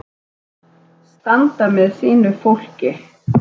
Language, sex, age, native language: Icelandic, female, 10, Icelandic